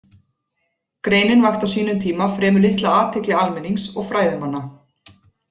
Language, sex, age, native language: Icelandic, female, 40-49, Icelandic